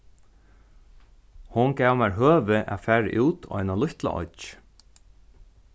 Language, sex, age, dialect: Faroese, male, 36-60, Norðurstreymoy/Eysturoy